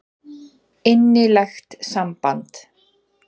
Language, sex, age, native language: Icelandic, female, 30-39, Icelandic